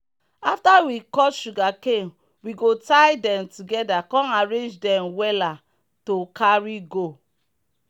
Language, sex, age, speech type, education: Nigerian Pidgin, female, 30-45, spontaneous, tertiary